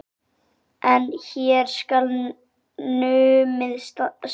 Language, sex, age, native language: Icelandic, male, 8, Icelandic